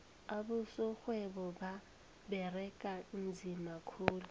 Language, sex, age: South Ndebele, female, 20